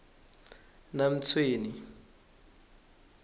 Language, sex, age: South Ndebele, male, 21